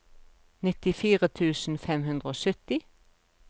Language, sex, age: Norwegian, female, 42